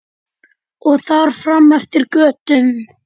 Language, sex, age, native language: Icelandic, male, 10, Icelandic